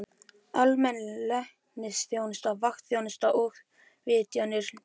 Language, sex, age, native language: Icelandic, male, 11, Icelandic